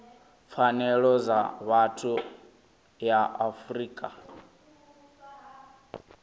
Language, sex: Venda, male